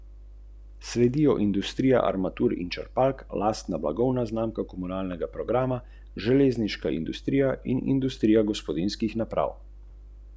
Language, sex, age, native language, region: Slovenian, male, 30-49, Slovenian, Central Slovenia